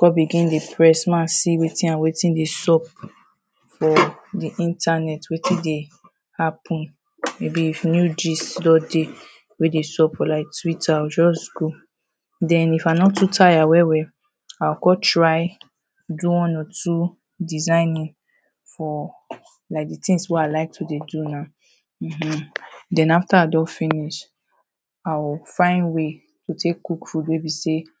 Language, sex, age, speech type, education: Nigerian Pidgin, female, 30-45, spontaneous, tertiary